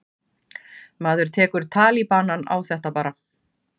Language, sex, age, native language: Icelandic, female, 40-49, Icelandic